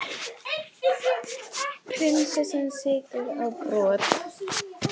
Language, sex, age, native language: Icelandic, female, 20-29, Polish